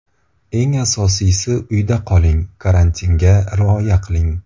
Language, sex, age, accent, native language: Uzbek, male, 25-34, Buxoro, Uzbek